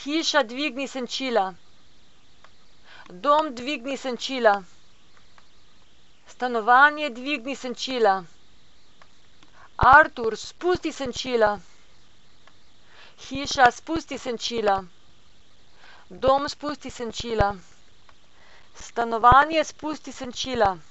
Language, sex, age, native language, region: Slovenian, female, 50-59, Slovenian, Coastal Karst region